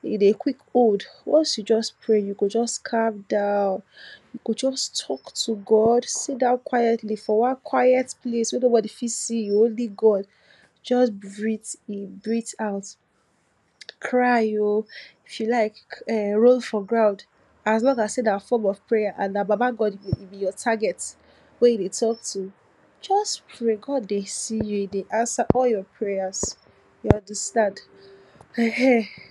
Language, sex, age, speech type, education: Nigerian Pidgin, female, 46-60, spontaneous, tertiary